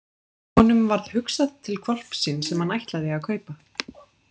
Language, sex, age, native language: Icelandic, female, 20-29, Icelandic